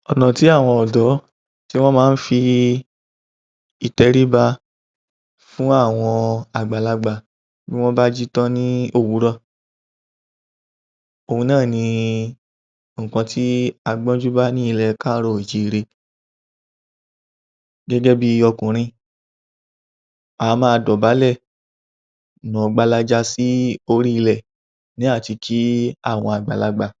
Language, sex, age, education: Yoruba, male, 30-45, tertiary